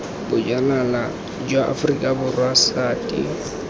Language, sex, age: Tswana, male, 18